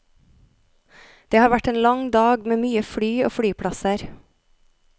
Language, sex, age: Norwegian, female, 33